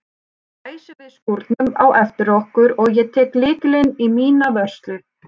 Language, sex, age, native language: Icelandic, female, 30-39, Icelandic